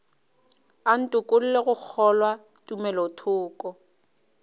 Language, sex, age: Northern Sotho, female, 24